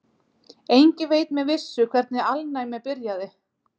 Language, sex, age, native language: Icelandic, female, 30-39, Icelandic